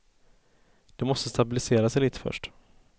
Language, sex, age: Swedish, male, 30